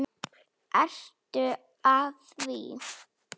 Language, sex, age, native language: Icelandic, female, 8, Slovak